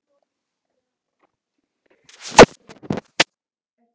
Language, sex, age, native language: Icelandic, male, 10, Icelandic